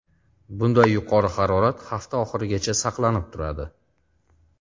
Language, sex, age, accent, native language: Uzbek, male, 35+, Farg'ona, Uzbek